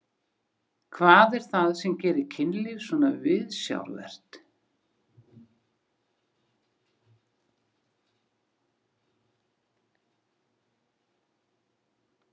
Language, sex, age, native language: Icelandic, female, 60-69, Icelandic